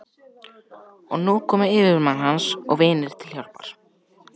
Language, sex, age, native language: Icelandic, male, 14, Icelandic